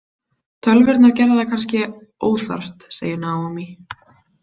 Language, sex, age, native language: Icelandic, female, 20-29, Icelandic